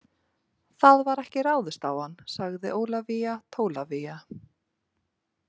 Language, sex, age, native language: Icelandic, female, 30-39, Icelandic